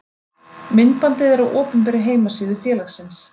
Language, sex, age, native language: Icelandic, female, 30-39, Icelandic